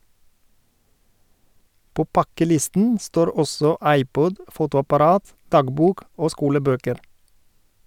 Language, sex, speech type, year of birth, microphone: Norwegian, male, read, 1972, Sennheiser